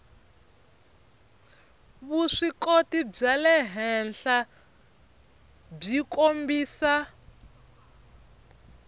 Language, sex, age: Tsonga, female, 25